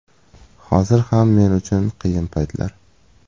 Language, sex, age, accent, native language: Uzbek, male, 18-24, Toshkent viloyati, Uzbek